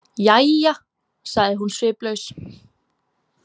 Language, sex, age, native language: Icelandic, female, 18-19, Icelandic